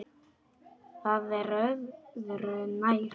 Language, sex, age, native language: Icelandic, male, 10, Polish